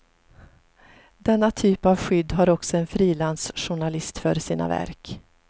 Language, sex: Swedish, female